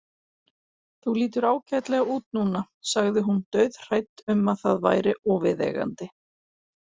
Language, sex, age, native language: Icelandic, female, 40-49, Icelandic